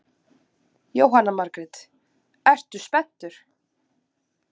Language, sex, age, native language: Icelandic, female, 20-29, Icelandic